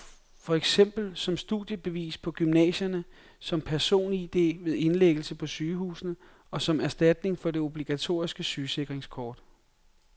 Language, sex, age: Danish, male, 42